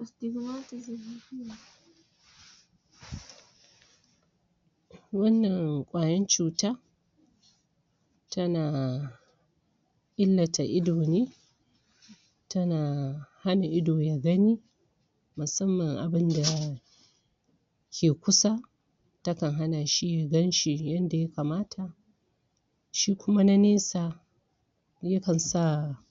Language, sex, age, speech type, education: Hausa, female, 46-60, spontaneous, tertiary